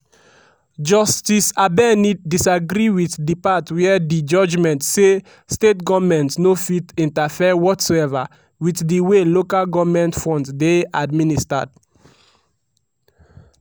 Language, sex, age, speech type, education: Nigerian Pidgin, male, 15-29, spontaneous, tertiary